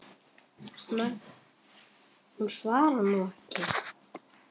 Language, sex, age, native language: Icelandic, male, 8, Icelandic